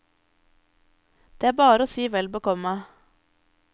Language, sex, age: Norwegian, female, 23